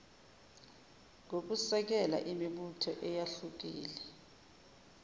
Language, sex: Zulu, female